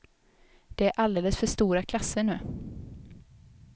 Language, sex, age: Swedish, female, 22